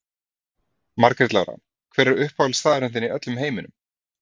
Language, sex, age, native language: Icelandic, male, 30-39, Icelandic